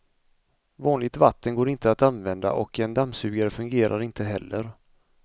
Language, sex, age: Swedish, male, 35